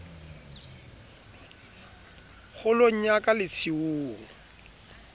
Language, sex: Southern Sotho, male